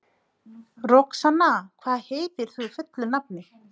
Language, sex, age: Icelandic, female, 30-39